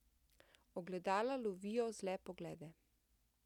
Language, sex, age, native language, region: Slovenian, female, 50-59, Slovenian, Central Slovenia